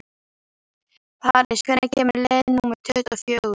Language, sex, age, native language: Icelandic, female, 11, Icelandic